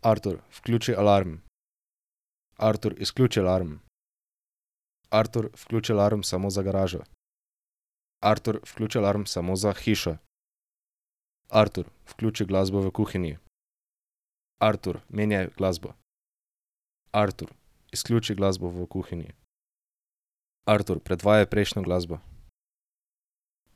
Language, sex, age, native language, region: Slovenian, male, 18-29, Slovenian, Drava region